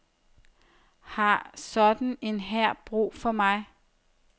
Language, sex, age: Danish, female, 30